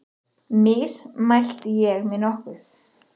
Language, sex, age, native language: Icelandic, female, 30-39, Icelandic